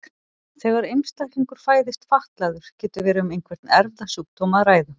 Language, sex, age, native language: Icelandic, female, 40-49, Icelandic